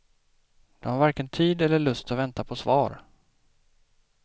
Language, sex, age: Swedish, male, 28